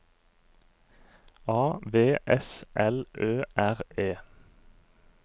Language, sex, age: Norwegian, male, 39